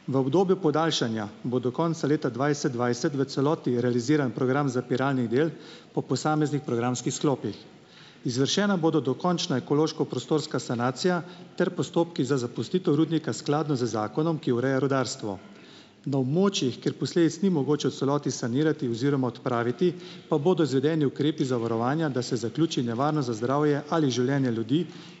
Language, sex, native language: Slovenian, male, Slovenian